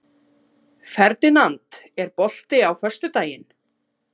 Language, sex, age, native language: Icelandic, female, 30-39, Icelandic